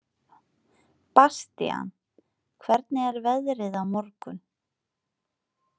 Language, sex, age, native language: Icelandic, female, 20-29, Icelandic